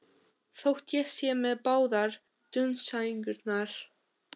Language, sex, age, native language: Icelandic, female, 13, Albanian